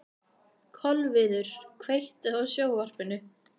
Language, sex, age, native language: Icelandic, female, 18-19, Icelandic